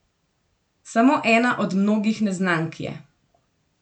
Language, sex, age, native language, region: Slovenian, female, 18-29, Slovenian, Gorenjska region